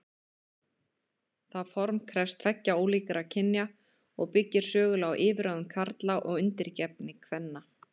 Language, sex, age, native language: Icelandic, female, 30-39, Icelandic